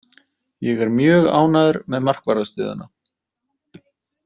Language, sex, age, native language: Icelandic, male, 30-39, Icelandic